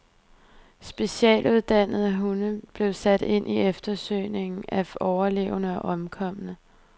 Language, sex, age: Danish, female, 23